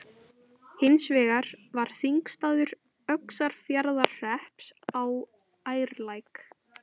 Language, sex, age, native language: Icelandic, female, 18-19, Icelandic